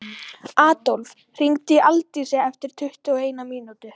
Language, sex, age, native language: Icelandic, female, 12, Icelandic